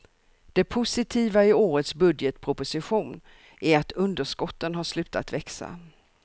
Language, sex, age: Swedish, female, 64